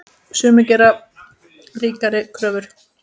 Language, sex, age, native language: Icelandic, male, 10, Icelandic